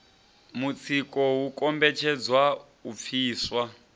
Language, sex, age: Venda, male, 30